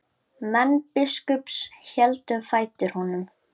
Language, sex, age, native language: Icelandic, female, 11, Icelandic